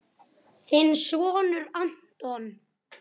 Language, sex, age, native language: Icelandic, male, 9, Icelandic